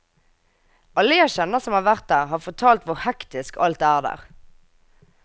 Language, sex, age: Norwegian, female, 24